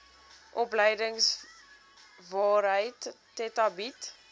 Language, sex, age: Afrikaans, female, 19